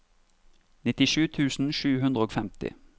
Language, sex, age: Norwegian, male, 32